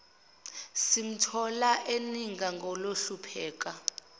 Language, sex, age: Zulu, female, 25